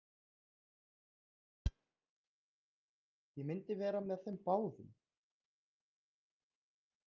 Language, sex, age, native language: Icelandic, male, 30-39, Icelandic